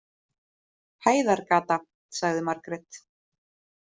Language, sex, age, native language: Icelandic, female, 30-39, Icelandic